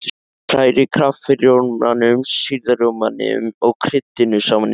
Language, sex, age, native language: Icelandic, male, 13, Icelandic